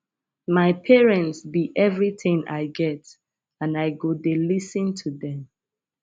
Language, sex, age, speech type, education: Nigerian Pidgin, female, 15-29, spontaneous, secondary